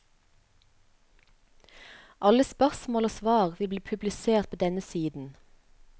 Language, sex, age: Norwegian, female, 35